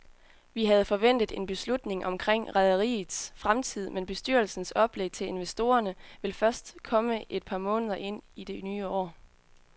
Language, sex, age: Danish, female, 20